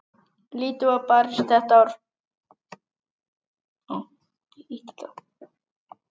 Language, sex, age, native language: Icelandic, male, 9, Icelandic